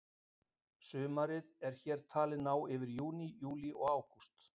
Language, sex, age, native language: Icelandic, male, 50-59, Icelandic